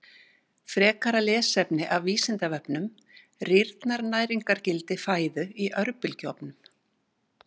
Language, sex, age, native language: Icelandic, female, 60-69, Icelandic